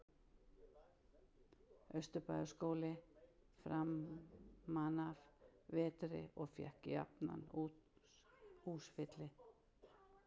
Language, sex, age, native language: Icelandic, female, 60-69, Icelandic